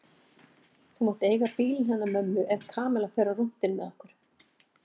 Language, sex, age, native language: Icelandic, female, 40-49, Icelandic